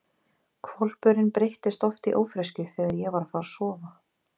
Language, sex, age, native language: Icelandic, female, 20-29, Icelandic